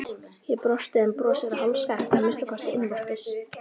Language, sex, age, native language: Icelandic, female, 11, Icelandic